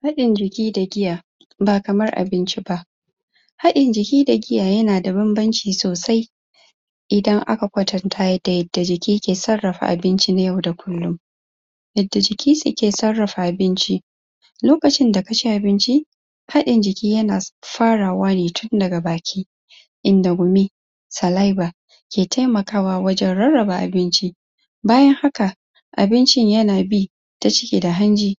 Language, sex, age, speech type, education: Hausa, female, 15-29, spontaneous, tertiary